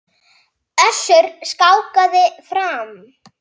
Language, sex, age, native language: Icelandic, male, 8, Icelandic